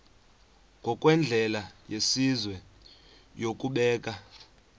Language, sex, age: Xhosa, male, 35